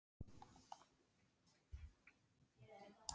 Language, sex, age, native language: Icelandic, male, 11, Icelandic